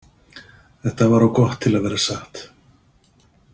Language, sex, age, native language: Icelandic, male, 50-59, Icelandic